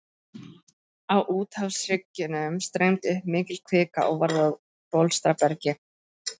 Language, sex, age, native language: Icelandic, female, 13, Icelandic